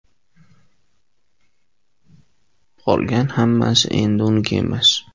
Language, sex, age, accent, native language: Uzbek, male, 18-24, Surxondaryo, Uzbek